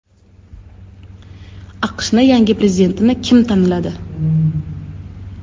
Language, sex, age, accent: Uzbek, female, 25-34, Toshkent shahri